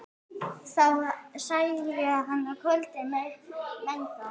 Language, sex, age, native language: Icelandic, female, 9, Icelandic